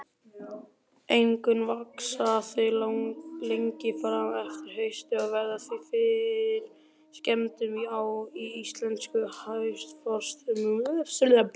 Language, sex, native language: Icelandic, male, Icelandic